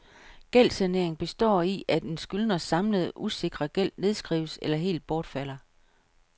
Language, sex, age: Danish, female, 55